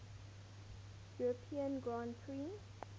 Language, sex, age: English, female, 19